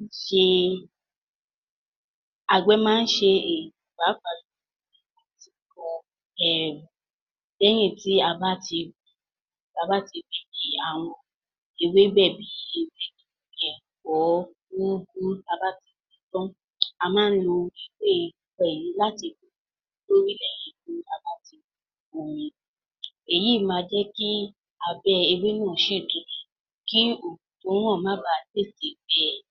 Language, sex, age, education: Yoruba, female, 46-60, tertiary